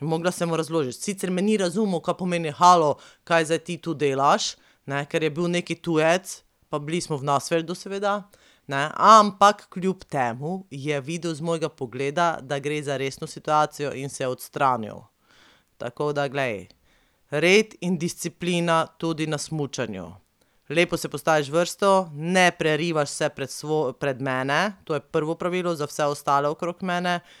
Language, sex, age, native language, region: Slovenian, female, 30-49, Slovenian, Pomurje region